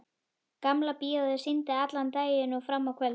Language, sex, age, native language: Icelandic, female, 11, Icelandic